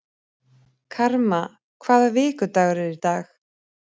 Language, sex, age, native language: Icelandic, female, 30-39, Icelandic